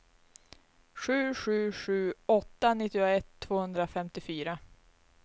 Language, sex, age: Swedish, female, 19